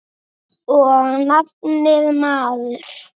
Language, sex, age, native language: Icelandic, female, 7, Icelandic